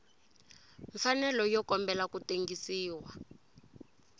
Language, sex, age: Tsonga, female, 20